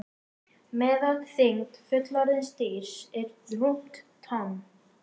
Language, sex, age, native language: Icelandic, female, 18-19, Icelandic